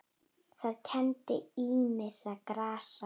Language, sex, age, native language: Icelandic, female, 9, Icelandic